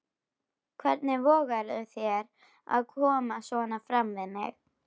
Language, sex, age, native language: Icelandic, female, 12, Icelandic